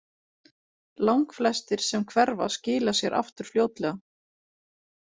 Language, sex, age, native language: Icelandic, female, 40-49, Icelandic